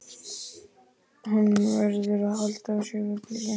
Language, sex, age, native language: Icelandic, male, 12, Icelandic